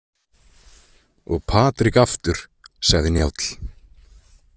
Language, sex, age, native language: Icelandic, male, 20-29, Icelandic